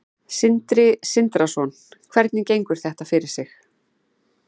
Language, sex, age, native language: Icelandic, female, 40-49, Icelandic